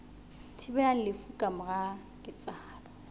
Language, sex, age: Southern Sotho, female, 21